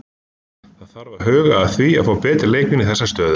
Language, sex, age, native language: Icelandic, male, 20-29, Icelandic